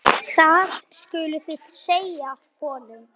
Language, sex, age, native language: Icelandic, male, 9, Icelandic